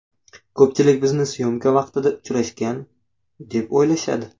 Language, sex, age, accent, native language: Uzbek, male, 18-24, Surxondaryo, Uzbek